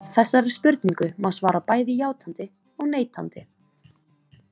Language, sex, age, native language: Icelandic, female, 20-29, Icelandic